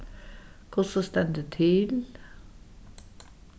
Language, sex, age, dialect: Faroese, female, 61+, Suðuroy